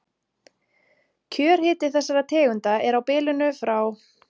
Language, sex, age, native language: Icelandic, female, 30-39, Icelandic